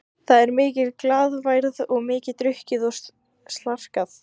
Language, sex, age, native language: Icelandic, female, 15, Icelandic